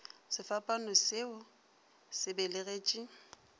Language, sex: Northern Sotho, female